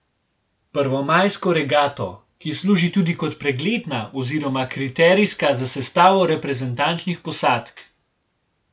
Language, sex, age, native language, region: Slovenian, male, 18-29, Slovenian, Gorenjska region